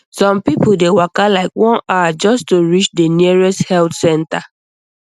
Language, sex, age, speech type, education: Nigerian Pidgin, female, 15-29, spontaneous, secondary